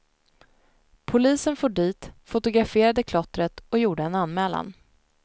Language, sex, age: Swedish, female, 19